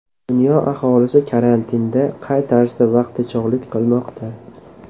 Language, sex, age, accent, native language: Uzbek, male, 18-24, Namangan, Uzbek